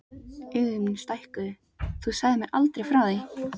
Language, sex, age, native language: Icelandic, female, 13, Icelandic